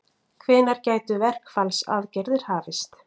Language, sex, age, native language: Icelandic, female, 40-49, Icelandic